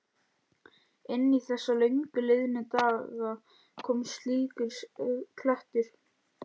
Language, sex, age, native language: Icelandic, other, 11, Icelandic